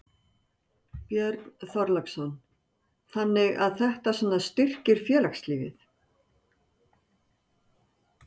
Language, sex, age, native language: Icelandic, female, 60-69, Icelandic